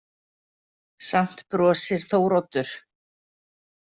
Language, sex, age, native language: Icelandic, female, 50-59, Icelandic